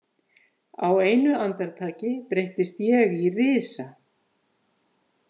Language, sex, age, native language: Icelandic, female, 50-59, Icelandic